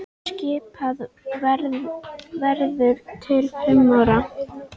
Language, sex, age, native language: Icelandic, female, 10, Icelandic